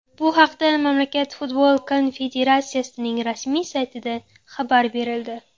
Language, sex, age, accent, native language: Uzbek, female, 18-24, Namangan, Uzbek